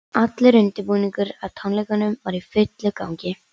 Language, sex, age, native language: Icelandic, female, 11, Icelandic